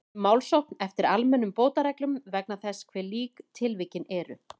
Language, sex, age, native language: Icelandic, female, 30-39, Icelandic